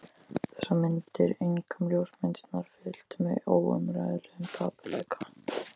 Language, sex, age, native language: Icelandic, male, 14, Icelandic